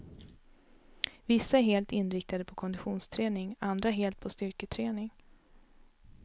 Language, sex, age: Swedish, female, 32